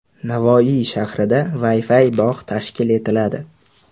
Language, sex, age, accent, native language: Uzbek, male, 18-24, Andijon, Uzbek